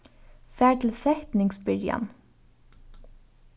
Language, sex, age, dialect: Faroese, female, 15-35, Norðuroyggjar